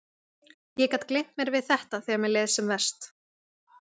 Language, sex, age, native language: Icelandic, female, 20-29, Icelandic